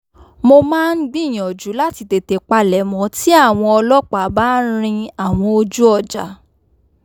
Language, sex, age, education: Yoruba, female, 15-29, tertiary